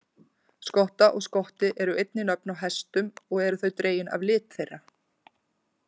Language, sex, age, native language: Icelandic, female, 40-49, Icelandic